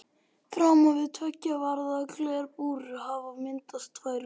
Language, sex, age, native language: Icelandic, male, 11, Icelandic